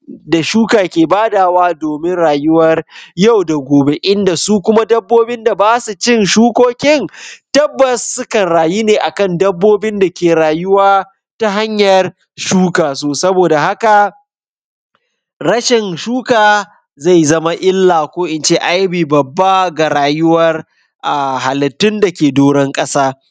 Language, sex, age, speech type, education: Hausa, male, 15-29, spontaneous, secondary